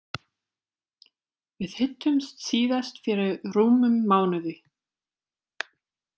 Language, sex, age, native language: Icelandic, female, 30-39, German